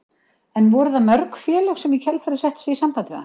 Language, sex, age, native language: Icelandic, female, 40-49, Icelandic